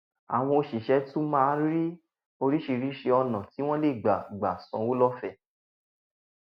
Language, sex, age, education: Yoruba, female, 15-29, tertiary